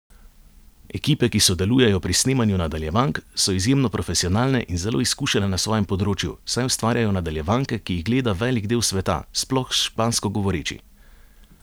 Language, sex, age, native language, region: Slovenian, male, 30-49, Slovenian, Savinja region